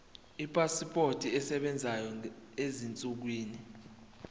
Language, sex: Zulu, male